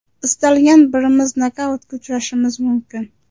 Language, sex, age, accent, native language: Uzbek, female, 12-17, Farg'ona, Uzbek